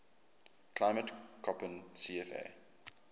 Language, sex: English, male